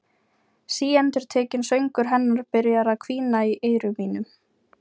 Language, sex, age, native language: Icelandic, female, 20-29, Ukrainian